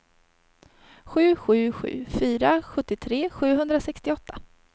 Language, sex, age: Swedish, female, 30